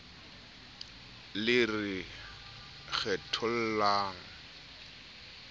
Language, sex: Southern Sotho, male